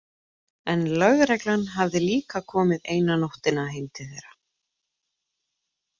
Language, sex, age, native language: Icelandic, female, 30-39, Icelandic